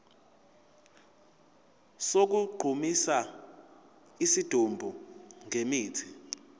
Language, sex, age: Zulu, male, 22